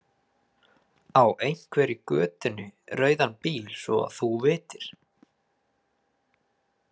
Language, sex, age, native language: Icelandic, male, 20-29, Icelandic